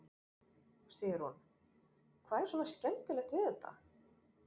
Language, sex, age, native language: Icelandic, female, 40-49, French